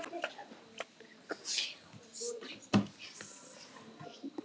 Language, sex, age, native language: Icelandic, male, 6, Icelandic